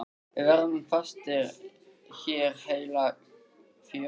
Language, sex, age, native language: Icelandic, male, 13, Icelandic